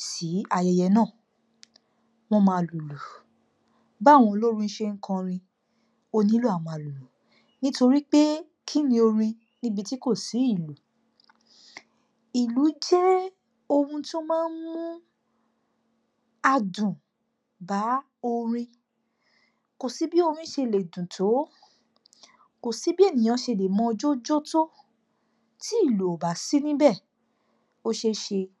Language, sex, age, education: Yoruba, female, 30-45, tertiary